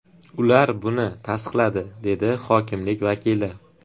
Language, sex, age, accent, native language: Uzbek, male, 18-24, Farg'ona, Uzbek